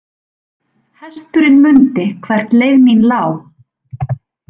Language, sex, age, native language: Icelandic, female, 40-49, Icelandic